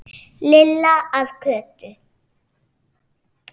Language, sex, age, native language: Icelandic, female, 6, Icelandic